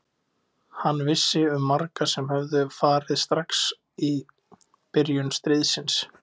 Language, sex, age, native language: Icelandic, male, 20-29, Icelandic